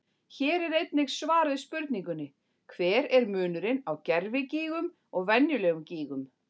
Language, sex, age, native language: Icelandic, female, 40-49, Icelandic